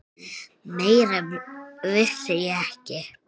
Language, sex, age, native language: Icelandic, female, 6, Icelandic